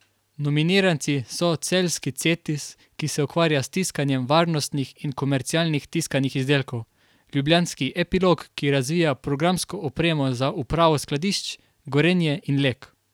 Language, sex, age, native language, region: Slovenian, male, 18-29, Slovenian, Carinthia region